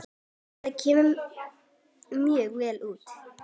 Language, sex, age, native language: Icelandic, female, 10, Icelandic